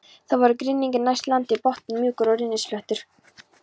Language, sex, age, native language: Icelandic, female, 13, Polish